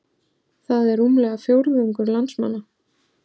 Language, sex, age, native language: Icelandic, female, 40-49, Icelandic